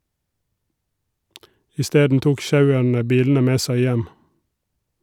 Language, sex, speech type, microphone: Norwegian, male, read, Shure